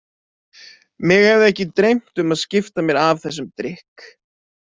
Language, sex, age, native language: Icelandic, male, 20-29, Icelandic